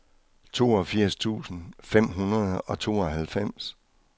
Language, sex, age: Danish, male, 66